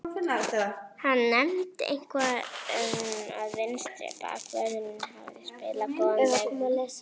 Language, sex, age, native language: Icelandic, female, 18-19, Icelandic